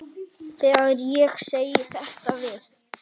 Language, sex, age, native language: Icelandic, male, 9, Icelandic